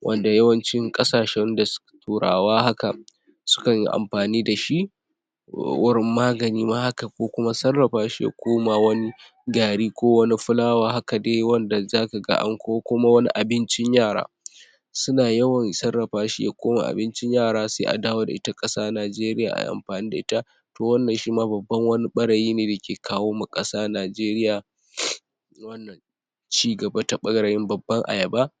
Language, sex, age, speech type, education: Hausa, male, 46-60, spontaneous, tertiary